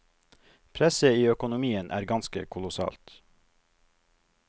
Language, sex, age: Norwegian, male, 42